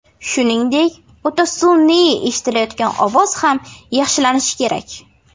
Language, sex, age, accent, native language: Uzbek, female, under 19, Navoiy, Uzbek